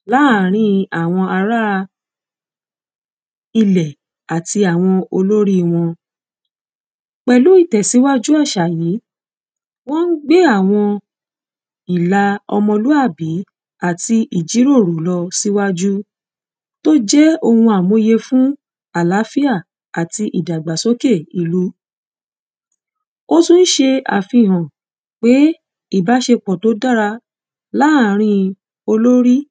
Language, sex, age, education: Yoruba, female, 30-45, secondary